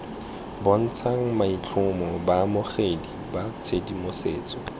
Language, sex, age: Tswana, male, 23